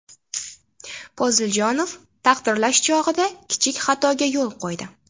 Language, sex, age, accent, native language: Uzbek, female, 18-24, Farg'ona, Uzbek